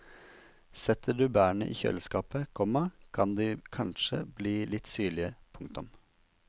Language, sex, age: Norwegian, male, 27